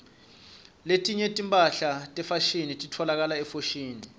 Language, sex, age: Swati, male, 25